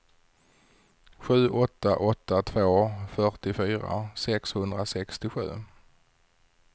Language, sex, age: Swedish, male, 40